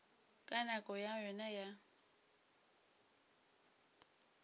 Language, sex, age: Northern Sotho, female, 22